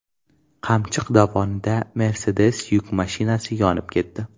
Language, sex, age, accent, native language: Uzbek, male, 12-17, Toshkent shahri, Uzbek